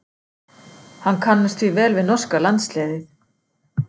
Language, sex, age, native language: Icelandic, female, 60-69, Icelandic